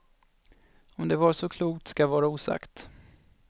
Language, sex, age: Swedish, male, 25